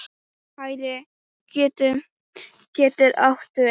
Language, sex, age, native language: Icelandic, female, 10, Icelandic